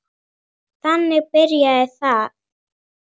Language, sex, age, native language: Icelandic, female, 9, Icelandic